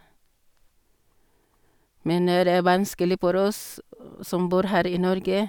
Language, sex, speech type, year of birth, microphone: Norwegian, female, spontaneous, 1962, Sennheiser